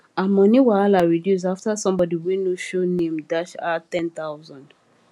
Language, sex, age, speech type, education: Nigerian Pidgin, female, 15-29, spontaneous, tertiary